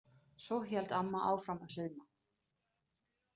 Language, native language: Icelandic, Danish